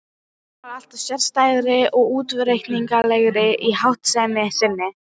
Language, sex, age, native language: Icelandic, female, 12, Icelandic